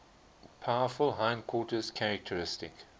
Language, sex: English, male